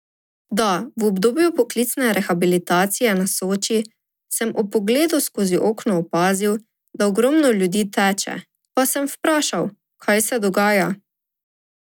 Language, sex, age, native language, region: Slovenian, female, 18-29, Slovenian, Drava region